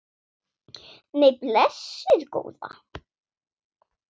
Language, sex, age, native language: Icelandic, female, 7, Swedish